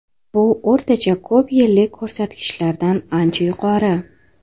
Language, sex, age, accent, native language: Uzbek, female, 25-34, Toshkent shahri, Uzbek